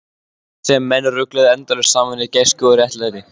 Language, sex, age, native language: Icelandic, male, 14, Icelandic